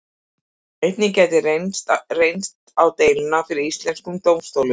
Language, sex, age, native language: Icelandic, female, 50-59, Icelandic